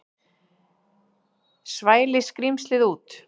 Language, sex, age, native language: Icelandic, female, 40-49, Icelandic